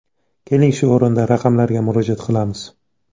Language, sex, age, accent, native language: Uzbek, male, 18-24, Toshkent shahri, Uzbek